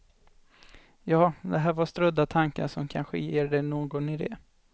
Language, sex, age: Swedish, male, 25